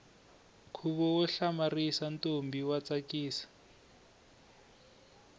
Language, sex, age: Tsonga, male, 21